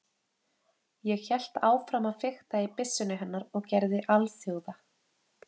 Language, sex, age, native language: Icelandic, female, 30-39, Icelandic